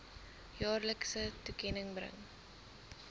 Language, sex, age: Afrikaans, female, 19